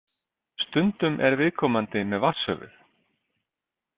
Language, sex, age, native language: Icelandic, male, 50-59, Icelandic